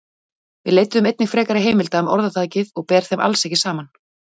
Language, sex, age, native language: Icelandic, female, 40-49, Icelandic